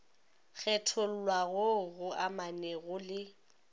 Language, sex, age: Northern Sotho, female, 19